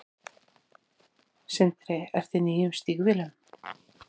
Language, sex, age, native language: Icelandic, female, 40-49, Icelandic